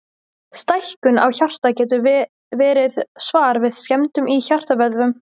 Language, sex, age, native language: Icelandic, female, 20-29, Icelandic